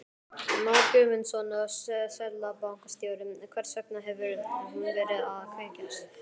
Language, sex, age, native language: Icelandic, male, 11, Icelandic